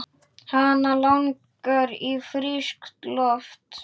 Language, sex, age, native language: Icelandic, male, 8, Icelandic